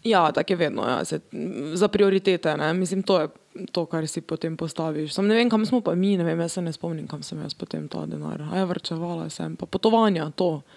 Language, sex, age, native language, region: Slovenian, female, 18-29, Slovenian, Drava region